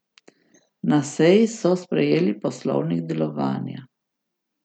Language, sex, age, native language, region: Slovenian, female, 60+, Slovenian, Gorica region